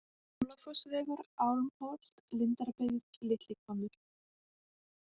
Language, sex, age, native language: Icelandic, female, 18-19, Icelandic